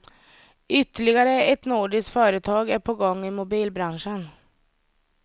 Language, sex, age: Swedish, female, 30